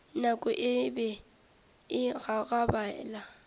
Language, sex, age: Northern Sotho, female, 18